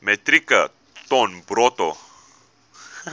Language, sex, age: Afrikaans, male, 19